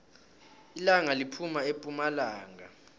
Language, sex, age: South Ndebele, male, 18